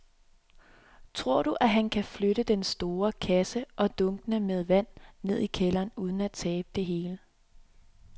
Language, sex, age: Danish, female, 26